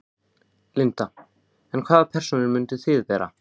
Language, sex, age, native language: Icelandic, male, 15, Icelandic